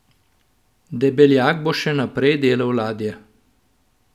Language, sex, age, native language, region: Slovenian, male, 50-59, Slovenian, Central Slovenia